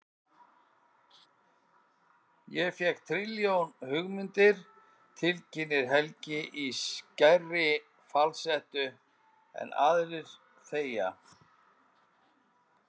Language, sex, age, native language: Icelandic, male, 50-59, Icelandic